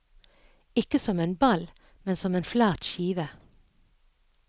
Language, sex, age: Norwegian, female, 57